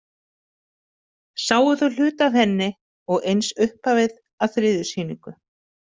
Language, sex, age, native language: Icelandic, female, 50-59, Icelandic